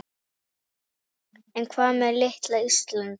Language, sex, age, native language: Icelandic, female, 7, Icelandic